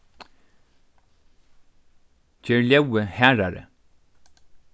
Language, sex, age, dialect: Faroese, male, 36-60, Norðurstreymoy/Eysturoy